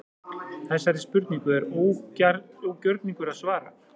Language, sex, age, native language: Icelandic, male, 40-49, Icelandic